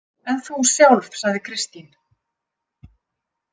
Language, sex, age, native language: Icelandic, female, 50-59, Icelandic